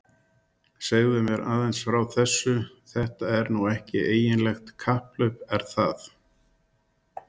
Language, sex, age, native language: Icelandic, male, 60-69, Icelandic